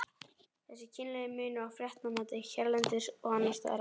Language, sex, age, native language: Icelandic, male, 11, Icelandic